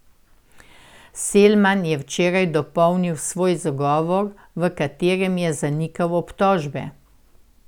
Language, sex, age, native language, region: Slovenian, female, 60+, Slovenian, Central Slovenia